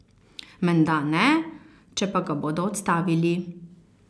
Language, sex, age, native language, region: Slovenian, female, 30-49, Slovenian, Carinthia region